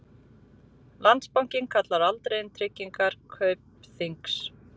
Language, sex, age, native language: Icelandic, female, 40-49, Icelandic